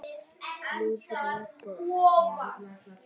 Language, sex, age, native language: Icelandic, female, 9, Icelandic